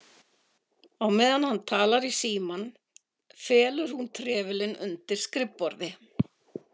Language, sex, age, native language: Icelandic, female, 50-59, Icelandic